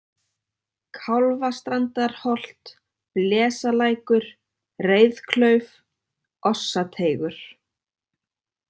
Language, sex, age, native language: Icelandic, female, 30-39, Icelandic